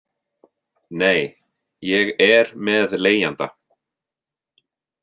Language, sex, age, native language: Icelandic, male, 30-39, Icelandic